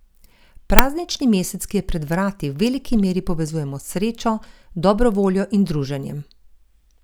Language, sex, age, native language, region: Slovenian, female, 50-59, Slovenian, Gorenjska region